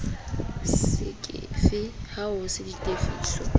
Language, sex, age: Southern Sotho, female, 19